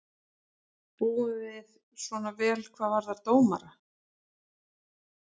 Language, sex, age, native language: Icelandic, female, 40-49, Icelandic